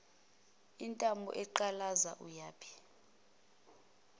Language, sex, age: Zulu, female, 21